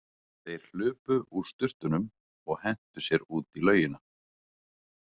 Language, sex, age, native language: Icelandic, male, 30-39, Icelandic